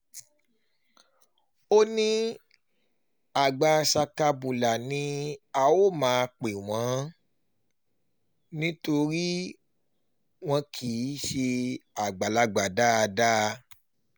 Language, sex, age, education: Yoruba, male, 30-45, tertiary